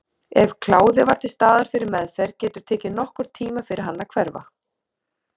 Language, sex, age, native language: Icelandic, female, 30-39, Icelandic